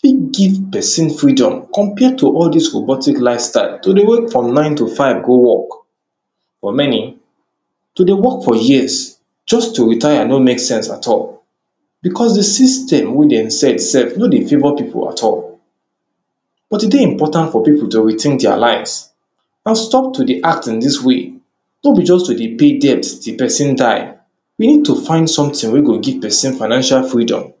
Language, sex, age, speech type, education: Nigerian Pidgin, male, 30-45, spontaneous, tertiary